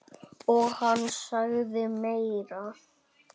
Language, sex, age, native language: Icelandic, male, 9, Icelandic